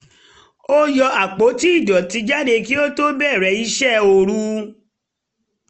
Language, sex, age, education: Yoruba, female, 30-45, tertiary